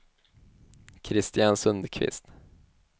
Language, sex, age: Swedish, male, 21